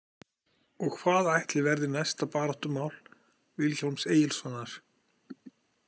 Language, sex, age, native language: Icelandic, male, 40-49, Icelandic